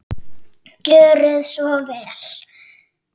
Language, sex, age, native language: Icelandic, female, 8, Icelandic